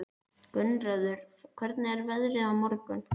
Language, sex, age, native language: Icelandic, female, 11, Icelandic